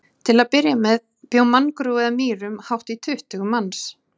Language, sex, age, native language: Icelandic, female, 30-39, Icelandic